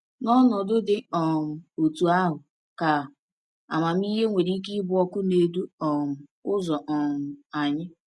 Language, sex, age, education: Igbo, female, 15-29, tertiary